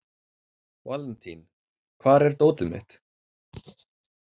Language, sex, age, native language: Icelandic, male, 30-39, Icelandic